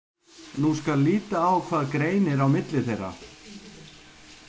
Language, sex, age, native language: Icelandic, male, 50-59, Icelandic